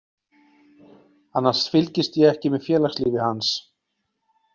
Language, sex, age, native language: Icelandic, male, 40-49, Icelandic